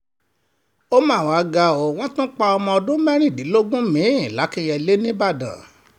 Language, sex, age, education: Yoruba, male, 46-60, tertiary